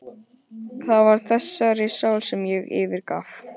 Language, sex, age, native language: Icelandic, male, 15, Icelandic